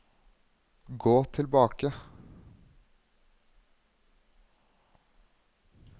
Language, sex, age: Norwegian, male, 21